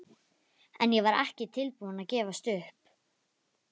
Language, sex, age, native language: Icelandic, female, 11, Icelandic